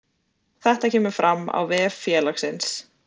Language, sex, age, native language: Icelandic, female, 20-29, Icelandic